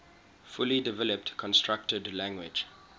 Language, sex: English, male